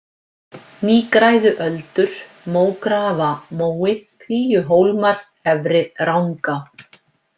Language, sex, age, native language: Icelandic, female, 50-59, Icelandic